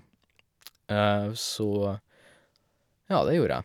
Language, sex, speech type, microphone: Norwegian, male, spontaneous, Shure